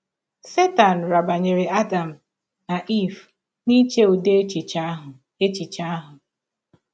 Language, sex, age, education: Igbo, female, 15-29, tertiary